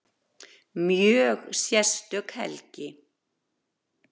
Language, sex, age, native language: Icelandic, female, 60-69, Icelandic